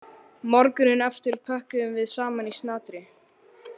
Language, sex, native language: Icelandic, other, Icelandic